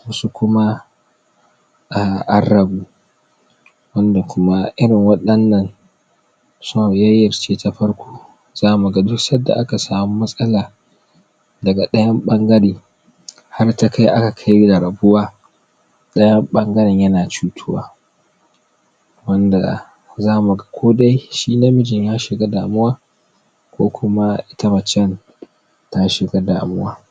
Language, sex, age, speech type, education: Hausa, male, 15-29, spontaneous, tertiary